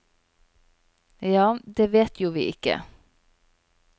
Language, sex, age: Norwegian, female, 27